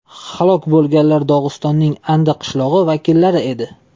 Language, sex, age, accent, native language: Uzbek, male, 18-24, Toshkent shahri, Uzbek